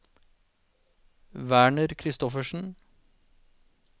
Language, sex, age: Norwegian, male, 40